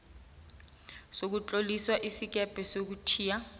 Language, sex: South Ndebele, female